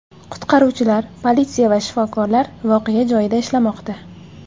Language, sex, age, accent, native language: Uzbek, female, 18-24, Jizzax, Uzbek